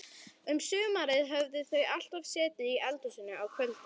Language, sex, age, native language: Icelandic, female, 11, Icelandic